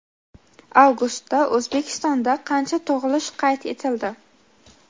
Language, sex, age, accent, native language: Uzbek, female, 18-24, Xorazm, Uzbek